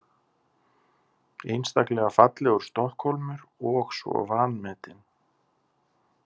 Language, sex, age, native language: Icelandic, male, 30-39, Icelandic